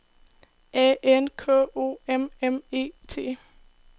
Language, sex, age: Danish, female, 18